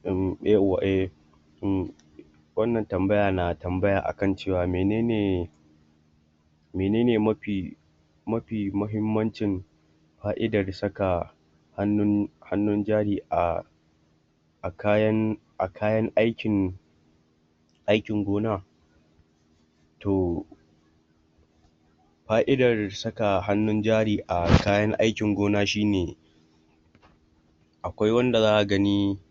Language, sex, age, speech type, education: Hausa, male, 46-60, spontaneous, tertiary